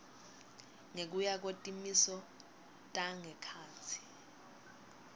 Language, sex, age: Swati, female, 21